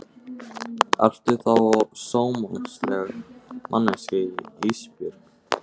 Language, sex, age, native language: Icelandic, male, 18-19, Icelandic